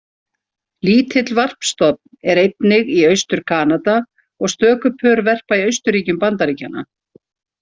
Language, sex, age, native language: Icelandic, female, 60-69, Icelandic